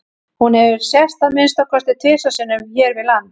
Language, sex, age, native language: Icelandic, female, 40-49, Icelandic